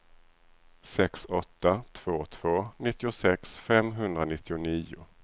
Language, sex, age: Swedish, male, 37